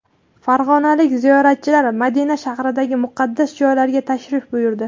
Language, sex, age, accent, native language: Uzbek, female, 18-24, Qashqadaryo, Uzbek